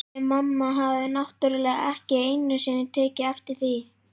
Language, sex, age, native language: Icelandic, male, 11, Icelandic